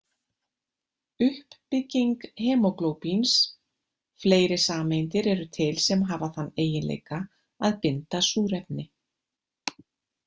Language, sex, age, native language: Icelandic, female, 50-59, Icelandic